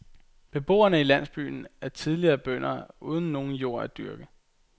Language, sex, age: Danish, male, 22